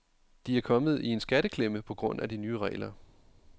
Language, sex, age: Danish, male, 31